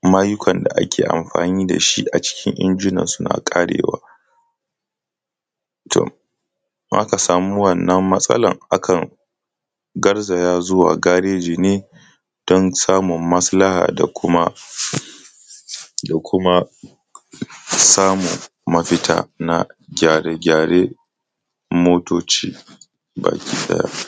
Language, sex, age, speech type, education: Hausa, male, 15-29, spontaneous, tertiary